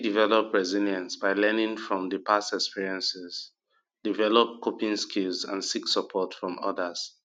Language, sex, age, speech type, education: Nigerian Pidgin, male, 30-45, spontaneous, tertiary